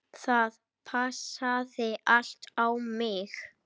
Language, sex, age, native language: Icelandic, female, 8, Icelandic